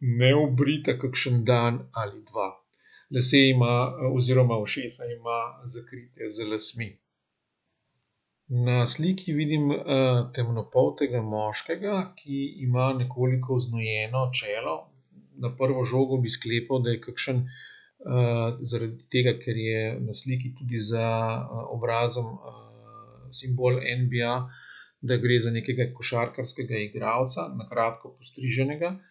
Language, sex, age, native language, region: Slovenian, male, 50-59, Slovenian, Central Slovenia